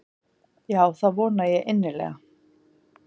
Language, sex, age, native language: Icelandic, female, 50-59, Icelandic